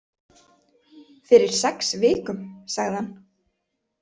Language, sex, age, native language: Icelandic, female, 30-39, Icelandic